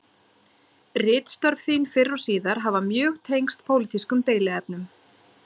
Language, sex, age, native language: Icelandic, female, 40-49, Icelandic